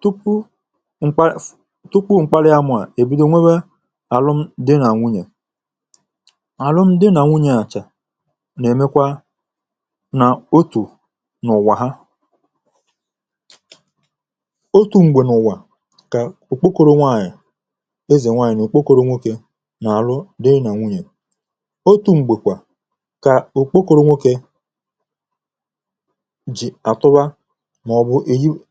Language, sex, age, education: Igbo, male, 30-45, tertiary